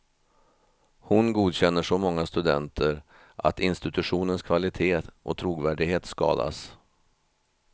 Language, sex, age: Swedish, male, 50